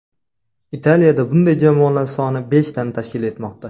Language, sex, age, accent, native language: Uzbek, male, 18-24, Surxondaryo, Uzbek